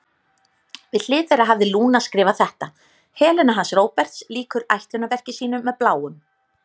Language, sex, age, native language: Icelandic, female, 30-39, Icelandic